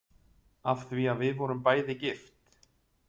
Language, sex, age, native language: Icelandic, male, 30-39, Icelandic